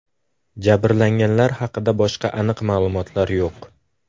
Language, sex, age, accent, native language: Uzbek, male, under 19, Farg'ona, Uzbek